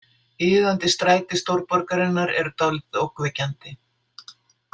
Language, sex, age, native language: Icelandic, female, 60-69, Icelandic